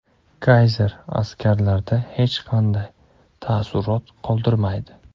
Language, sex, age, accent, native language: Uzbek, male, 18-24, Samarqand, Uzbek